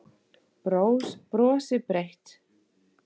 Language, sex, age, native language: Icelandic, female, 8, Danish